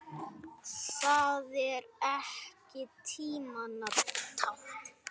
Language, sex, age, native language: Icelandic, male, 9, Icelandic